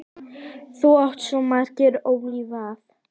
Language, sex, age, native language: Icelandic, female, 10, Icelandic